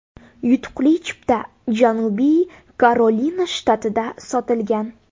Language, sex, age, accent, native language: Uzbek, female, 18-24, Buxoro, Uzbek